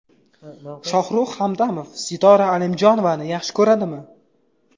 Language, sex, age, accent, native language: Uzbek, male, under 19, Qashqadaryo, Uzbek